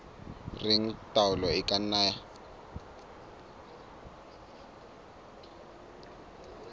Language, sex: Southern Sotho, male